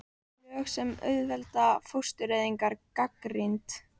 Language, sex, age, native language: Icelandic, female, 18-19, Icelandic